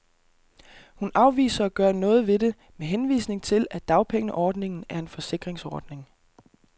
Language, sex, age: Danish, male, 32